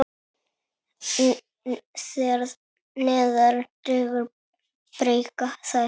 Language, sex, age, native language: Icelandic, male, 7, Icelandic